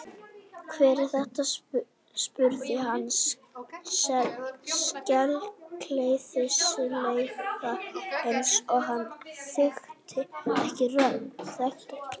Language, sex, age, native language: Icelandic, female, 18-19, Icelandic